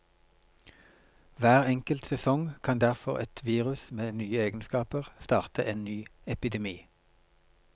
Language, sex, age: Norwegian, male, 42